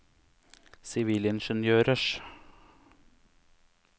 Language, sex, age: Norwegian, male, 29